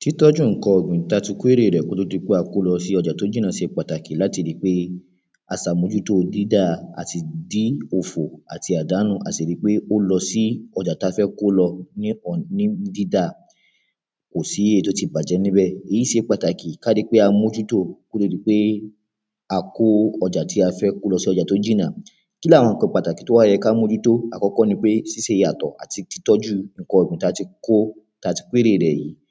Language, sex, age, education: Yoruba, male, 15-29, primary